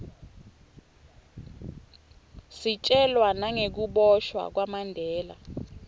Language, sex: Swati, female